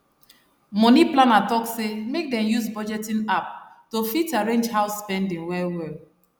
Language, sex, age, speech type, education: Nigerian Pidgin, female, 30-45, spontaneous, tertiary